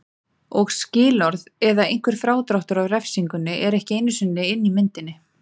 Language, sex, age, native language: Icelandic, female, 30-39, Icelandic